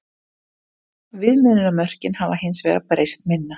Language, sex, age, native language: Icelandic, female, 30-39, Icelandic